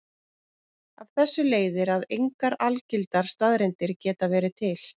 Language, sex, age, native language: Icelandic, female, 30-39, Icelandic